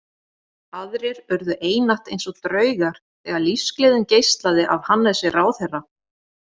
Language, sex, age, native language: Icelandic, female, 40-49, Icelandic